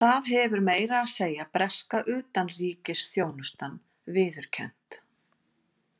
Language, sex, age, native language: Icelandic, female, 40-49, Icelandic